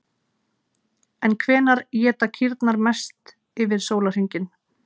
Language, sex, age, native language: Icelandic, female, 30-39, Icelandic